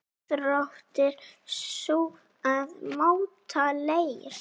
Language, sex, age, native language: Icelandic, female, 8, Icelandic